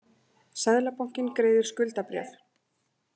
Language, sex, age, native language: Icelandic, female, 20-29, Icelandic